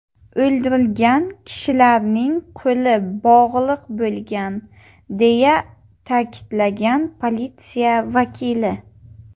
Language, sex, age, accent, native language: Uzbek, female, 18-24, Buxoro, Uzbek